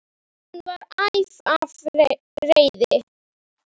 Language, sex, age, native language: Icelandic, female, 10, Icelandic